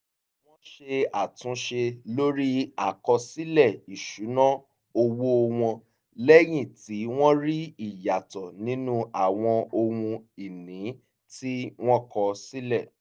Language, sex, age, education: Yoruba, male, 15-29, tertiary